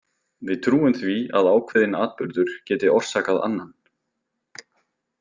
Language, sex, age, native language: Icelandic, male, 20-29, Icelandic